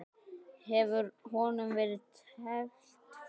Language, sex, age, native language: Icelandic, male, 10, Icelandic